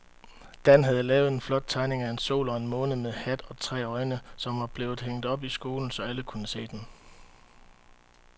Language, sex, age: Danish, male, 31